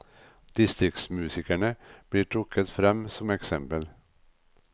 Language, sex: Norwegian, male